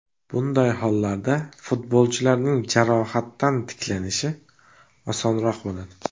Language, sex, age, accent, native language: Uzbek, male, 18-24, Namangan, Uzbek